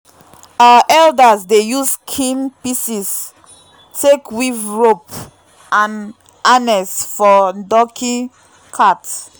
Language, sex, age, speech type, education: Nigerian Pidgin, female, 15-29, spontaneous, tertiary